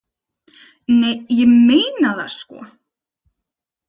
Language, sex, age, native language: Icelandic, female, 30-39, Icelandic